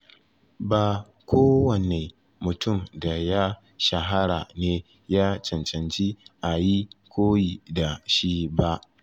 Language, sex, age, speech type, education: Hausa, male, 15-29, spontaneous, tertiary